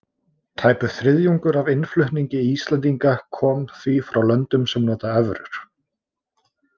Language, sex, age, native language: Icelandic, male, 20-29, Icelandic